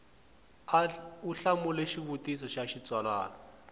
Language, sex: Tsonga, male